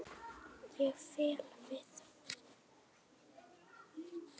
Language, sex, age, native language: Icelandic, female, 9, Icelandic